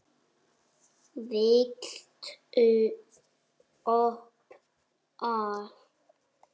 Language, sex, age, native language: Icelandic, male, 6, Icelandic